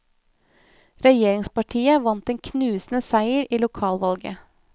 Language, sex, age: Norwegian, female, 24